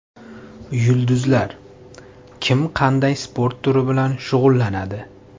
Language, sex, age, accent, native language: Uzbek, male, 25-34, Farg'ona, Uzbek